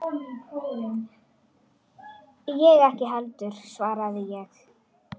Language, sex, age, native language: Icelandic, female, 10, Icelandic